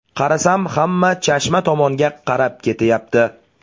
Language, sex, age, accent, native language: Uzbek, male, 25-34, Namangan, Uzbek